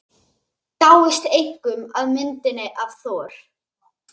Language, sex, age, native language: Icelandic, male, 11, Icelandic